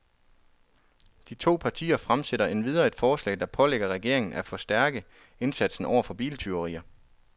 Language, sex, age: Danish, male, 33